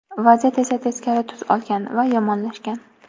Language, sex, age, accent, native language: Uzbek, female, 18-24, Toshkent viloyati, Uzbek